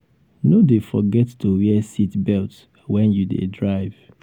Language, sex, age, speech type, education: Nigerian Pidgin, male, 15-29, spontaneous, tertiary